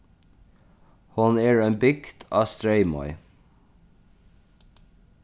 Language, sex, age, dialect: Faroese, male, 36-60, Norðurstreymoy/Eysturoy